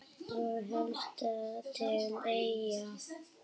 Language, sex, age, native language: Icelandic, female, 8, Icelandic